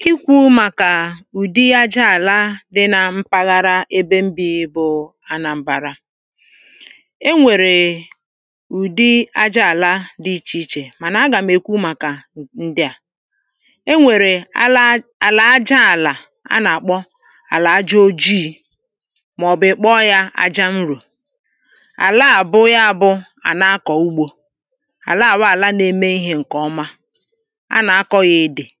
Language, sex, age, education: Igbo, female, 30-45, primary